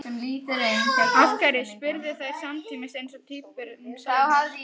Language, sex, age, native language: Icelandic, female, 11, Icelandic